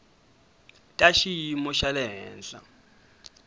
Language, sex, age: Tsonga, male, 22